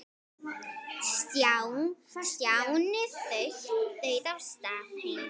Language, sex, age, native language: Icelandic, female, 10, Icelandic